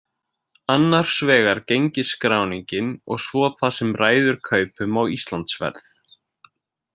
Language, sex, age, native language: Icelandic, male, 20-29, Icelandic